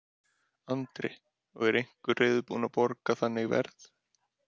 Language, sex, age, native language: Icelandic, male, 30-39, Icelandic